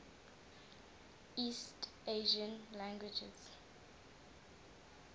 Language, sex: English, female